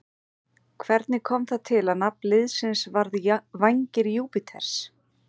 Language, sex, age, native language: Icelandic, female, 40-49, Icelandic